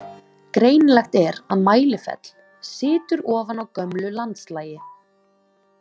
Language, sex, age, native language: Icelandic, female, 20-29, Icelandic